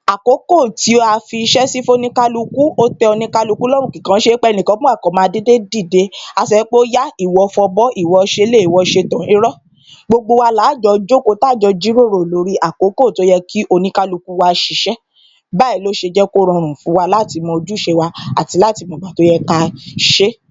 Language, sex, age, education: Yoruba, female, 30-45, tertiary